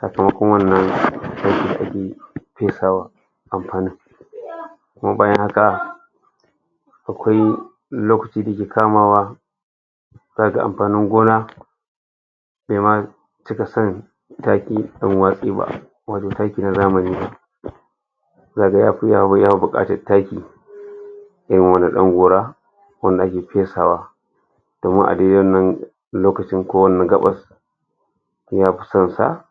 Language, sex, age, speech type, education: Hausa, male, 60+, spontaneous, tertiary